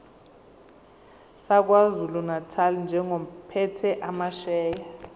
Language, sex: Zulu, female